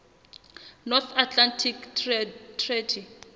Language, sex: Southern Sotho, female